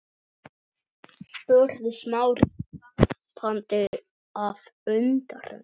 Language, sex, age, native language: Icelandic, male, 7, Icelandic